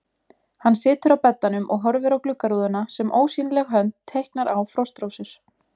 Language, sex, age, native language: Icelandic, female, 20-29, Icelandic